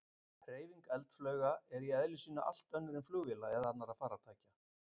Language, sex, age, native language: Icelandic, male, 50-59, Icelandic